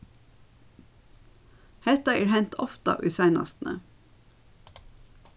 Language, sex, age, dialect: Faroese, female, 36-60, Suðurstreymoy